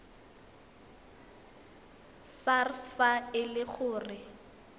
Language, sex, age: Tswana, female, 21